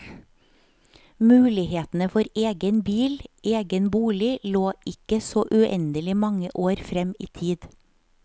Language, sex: Norwegian, female